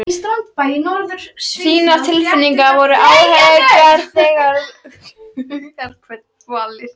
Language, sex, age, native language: Icelandic, female, 13, Icelandic